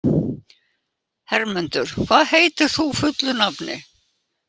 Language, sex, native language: Icelandic, female, Icelandic